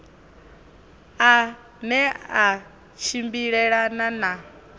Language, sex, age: Venda, female, 21